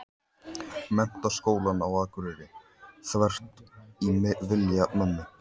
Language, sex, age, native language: Icelandic, male, 14, Icelandic